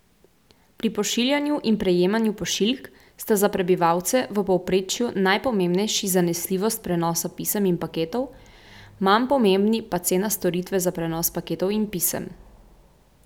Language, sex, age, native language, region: Slovenian, female, 18-29, Slovenian, Central Slovenia